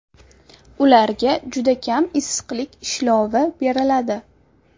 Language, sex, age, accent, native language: Uzbek, female, 19-29, Toshkent shahri, Uzbek